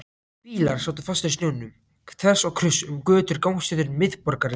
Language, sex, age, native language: Icelandic, other, 18-19, Icelandic